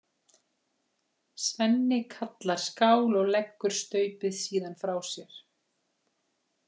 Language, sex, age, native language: Icelandic, female, 40-49, Icelandic